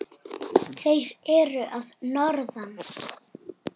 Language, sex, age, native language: Icelandic, female, 7, Icelandic